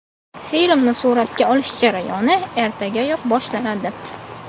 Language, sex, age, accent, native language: Uzbek, female, 18-24, Buxoro, Uzbek